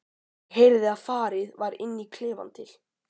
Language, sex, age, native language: Icelandic, male, 12, Icelandic